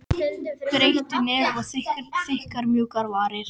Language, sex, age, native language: Icelandic, female, 11, Icelandic